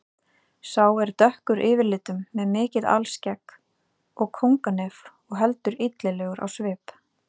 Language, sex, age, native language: Icelandic, female, 30-39, Icelandic